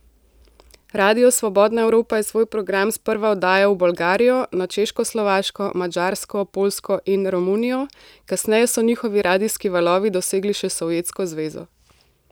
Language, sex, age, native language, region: Slovenian, female, 18-29, Slovenian, Central Slovenia